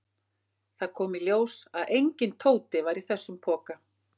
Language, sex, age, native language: Icelandic, female, 50-59, Icelandic